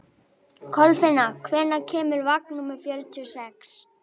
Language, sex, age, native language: Icelandic, female, 11, Icelandic